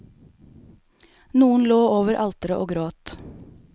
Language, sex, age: Norwegian, female, 28